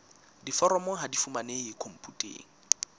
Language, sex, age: Southern Sotho, male, 19